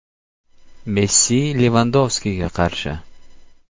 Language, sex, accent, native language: Uzbek, male, Surxondaryo, Uzbek